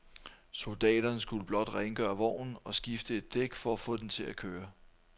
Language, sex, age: Danish, male, 43